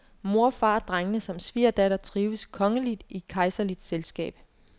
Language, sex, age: Danish, female, 24